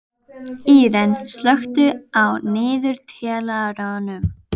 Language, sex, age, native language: Icelandic, female, 11, Icelandic